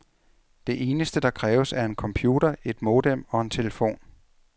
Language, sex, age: Danish, male, 33